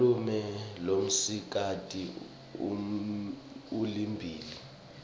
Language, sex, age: Swati, male, 24